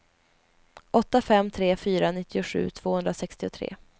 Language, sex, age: Swedish, female, 20